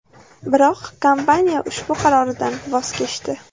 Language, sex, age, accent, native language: Uzbek, female, 18-24, Samarqand, Uzbek